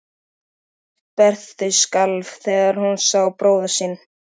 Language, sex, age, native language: Icelandic, male, 13, Icelandic